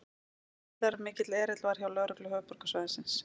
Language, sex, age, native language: Icelandic, female, 40-49, Icelandic